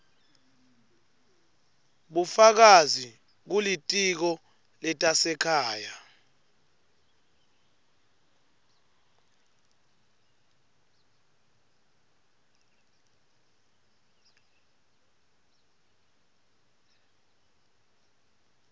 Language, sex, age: Swati, male, 21